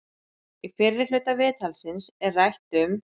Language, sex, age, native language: Icelandic, female, 30-39, Icelandic